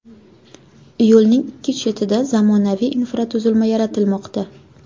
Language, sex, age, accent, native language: Uzbek, female, 25-34, Jizzax, Uzbek